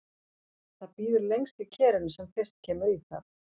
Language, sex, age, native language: Icelandic, female, 40-49, Icelandic